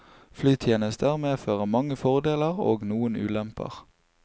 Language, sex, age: Norwegian, male, 24